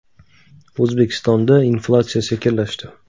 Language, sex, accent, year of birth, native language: Uzbek, male, Qashqadaryo, 1995, Uzbek